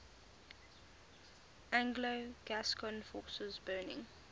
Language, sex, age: English, female, 20